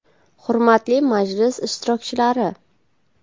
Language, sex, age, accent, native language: Uzbek, female, 19-29, Navoiy, Uzbek